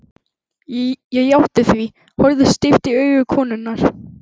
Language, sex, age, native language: Icelandic, female, 11, Icelandic